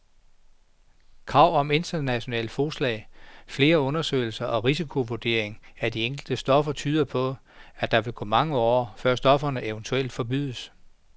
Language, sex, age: Danish, male, 49